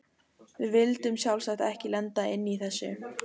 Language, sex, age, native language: Icelandic, female, 18-19, Icelandic